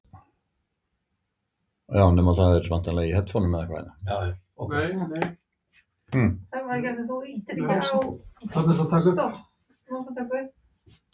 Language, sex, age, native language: Icelandic, male, 40-49, Icelandic